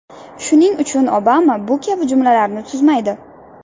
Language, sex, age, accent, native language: Uzbek, female, under 19, Navoiy, Uzbek